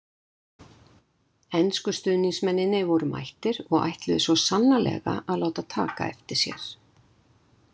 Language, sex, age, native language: Icelandic, female, 60-69, Icelandic